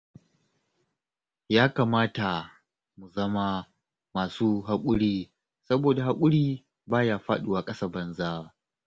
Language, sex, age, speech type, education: Hausa, male, 30-45, spontaneous, tertiary